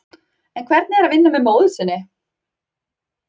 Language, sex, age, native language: Icelandic, female, 30-39, Icelandic